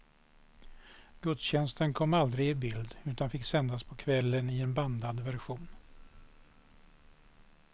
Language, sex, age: Swedish, male, 61